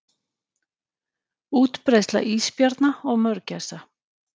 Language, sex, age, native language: Icelandic, female, 40-49, Icelandic